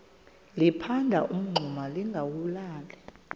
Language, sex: Xhosa, female